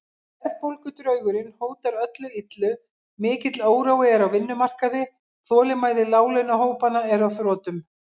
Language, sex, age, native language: Icelandic, female, 50-59, Icelandic